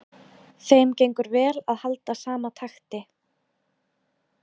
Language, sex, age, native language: Icelandic, female, 20-29, Icelandic